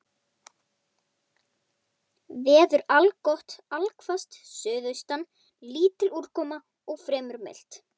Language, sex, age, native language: Icelandic, male, 11, Icelandic